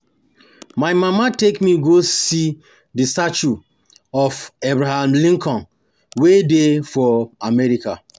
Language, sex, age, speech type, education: Nigerian Pidgin, male, 30-45, spontaneous, tertiary